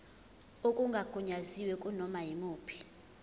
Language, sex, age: Zulu, female, 21